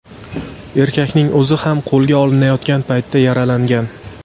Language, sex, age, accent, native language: Uzbek, male, 18-24, Andijon, Uzbek